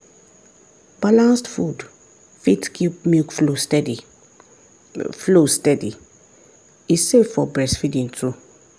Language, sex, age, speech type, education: Nigerian Pidgin, female, 30-45, spontaneous, tertiary